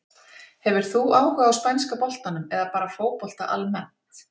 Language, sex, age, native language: Icelandic, female, 40-49, Icelandic